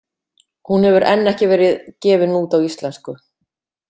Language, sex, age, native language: Icelandic, female, 50-59, Icelandic